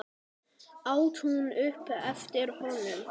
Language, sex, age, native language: Icelandic, male, 9, Icelandic